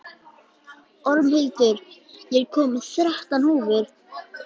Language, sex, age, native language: Icelandic, female, 11, Icelandic